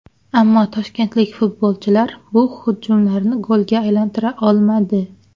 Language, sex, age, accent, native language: Uzbek, female, 19-29, Xorazm, Uzbek